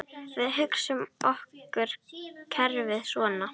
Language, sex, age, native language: Icelandic, female, 10, Icelandic